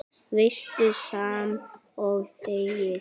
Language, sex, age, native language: Icelandic, male, 10, Icelandic